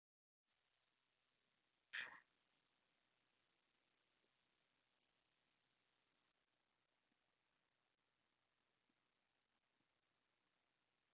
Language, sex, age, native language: Icelandic, male, 8, Icelandic